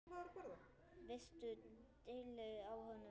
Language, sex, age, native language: Icelandic, male, 9, Icelandic